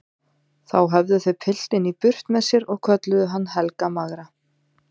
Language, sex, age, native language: Icelandic, female, 30-39, Icelandic